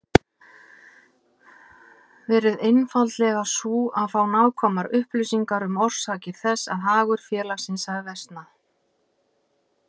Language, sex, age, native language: Icelandic, female, 50-59, Icelandic